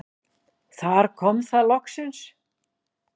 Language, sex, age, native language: Icelandic, female, 40-49, Icelandic